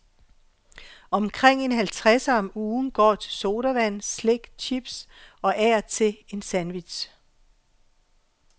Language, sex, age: Danish, female, 48